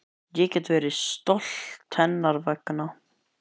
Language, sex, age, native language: Icelandic, male, 11, Icelandic